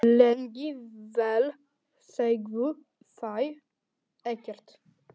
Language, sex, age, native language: Icelandic, male, 10, Icelandic